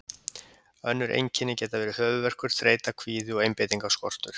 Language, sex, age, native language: Icelandic, male, 50-59, Icelandic